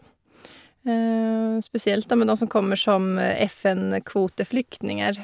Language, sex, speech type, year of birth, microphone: Norwegian, female, spontaneous, 1985, Shure